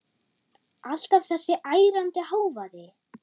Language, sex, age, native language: Icelandic, female, 9, German